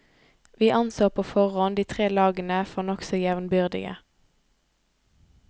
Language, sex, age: Norwegian, female, 18